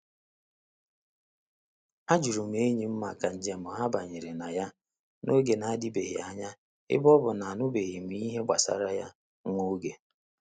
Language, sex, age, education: Igbo, male, 30-45, tertiary